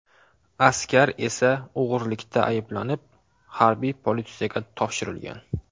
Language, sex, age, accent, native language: Uzbek, male, 18-24, Farg'ona, Uzbek